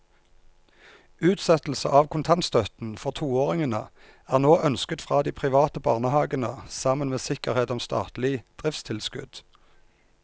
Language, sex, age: Norwegian, male, 34